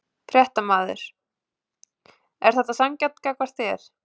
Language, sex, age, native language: Icelandic, female, 20-29, Icelandic